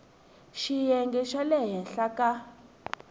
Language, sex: Tsonga, female